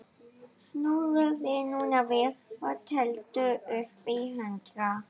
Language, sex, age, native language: Icelandic, female, 11, Icelandic